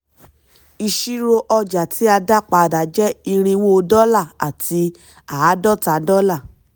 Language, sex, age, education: Yoruba, female, 30-45, tertiary